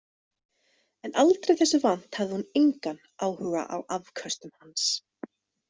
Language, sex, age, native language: Icelandic, female, 30-39, Icelandic